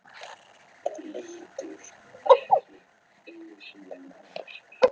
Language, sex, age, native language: Icelandic, female, 12, Icelandic